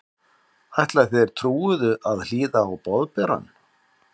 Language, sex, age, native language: Icelandic, male, 60-69, Icelandic